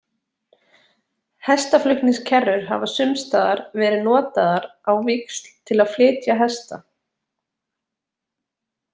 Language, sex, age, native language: Icelandic, female, 20-29, Icelandic